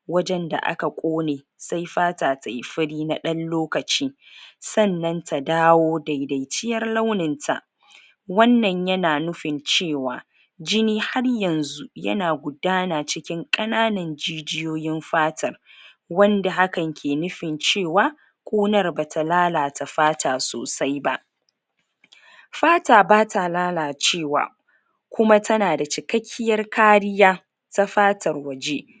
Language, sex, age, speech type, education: Hausa, female, 30-45, spontaneous, tertiary